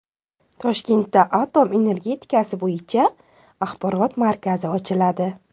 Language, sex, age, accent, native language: Uzbek, female, 19-29, Samarqand, Uzbek